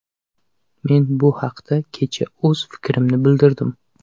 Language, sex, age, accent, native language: Uzbek, male, 25-34, Samarqand, Uzbek